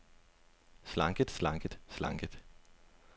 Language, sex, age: Danish, male, 25